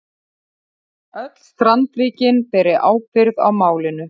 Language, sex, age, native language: Icelandic, female, 40-49, Icelandic